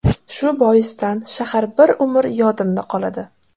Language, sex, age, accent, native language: Uzbek, female, 18-24, Jizzax, Uzbek